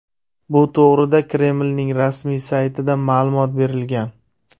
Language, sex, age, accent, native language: Uzbek, male, 25-34, Surxondaryo, Uzbek